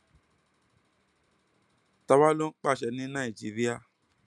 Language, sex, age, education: Yoruba, male, 15-29, tertiary